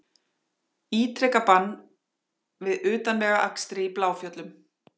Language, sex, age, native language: Icelandic, female, 40-49, Icelandic